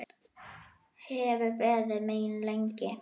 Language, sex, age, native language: Icelandic, female, 9, Icelandic